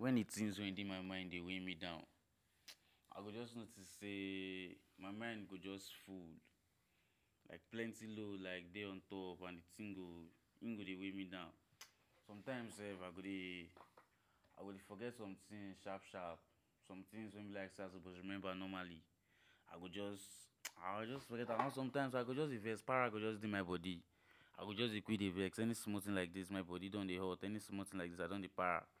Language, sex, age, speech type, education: Nigerian Pidgin, male, 15-29, spontaneous, tertiary